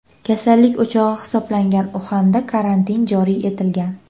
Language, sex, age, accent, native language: Uzbek, female, under 19, Andijon, Uzbek